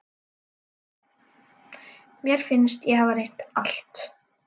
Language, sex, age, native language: Icelandic, other, 12, Icelandic